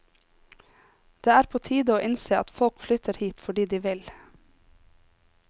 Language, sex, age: Norwegian, female, 26